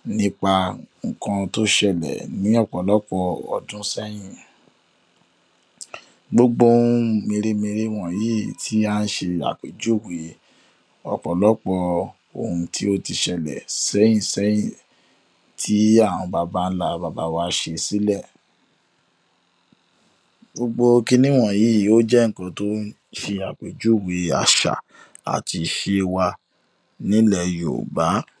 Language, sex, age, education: Yoruba, male, 15-29, tertiary